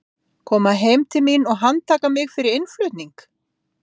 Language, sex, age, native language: Icelandic, female, 50-59, Icelandic